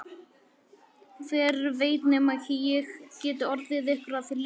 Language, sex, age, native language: Icelandic, male, 11, Icelandic